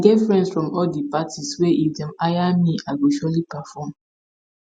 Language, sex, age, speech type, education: Nigerian Pidgin, female, 15-29, spontaneous, tertiary